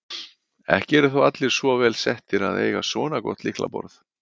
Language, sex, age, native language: Icelandic, male, 50-59, Icelandic